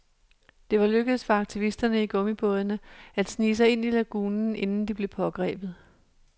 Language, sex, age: Danish, female, 37